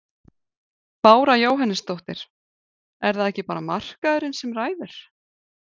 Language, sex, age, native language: Icelandic, female, 40-49, Icelandic